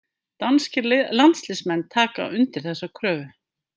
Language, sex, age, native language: Icelandic, female, 50-59, Icelandic